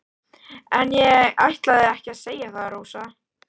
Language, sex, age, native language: Icelandic, female, 13, Icelandic